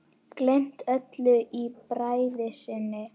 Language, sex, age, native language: Icelandic, female, 9, Icelandic